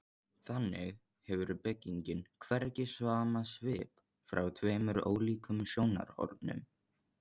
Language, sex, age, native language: Icelandic, male, 14, Icelandic